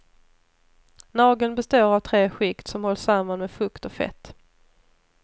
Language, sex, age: Swedish, female, 29